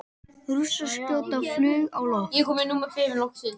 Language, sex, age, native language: Icelandic, male, 18-19, Icelandic